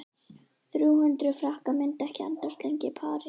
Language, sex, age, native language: Icelandic, female, 11, Icelandic